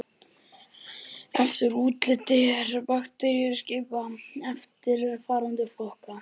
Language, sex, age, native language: Icelandic, male, 11, Icelandic